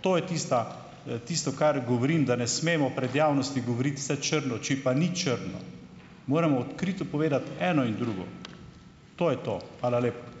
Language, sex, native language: Slovenian, male, Slovenian